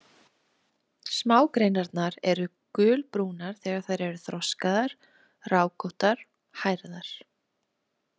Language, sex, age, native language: Icelandic, female, 20-29, Icelandic